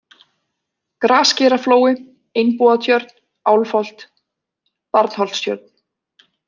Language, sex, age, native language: Icelandic, female, 20-29, Icelandic